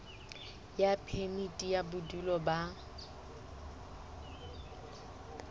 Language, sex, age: Southern Sotho, female, 20